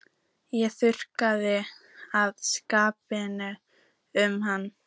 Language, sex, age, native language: Icelandic, female, 14, Icelandic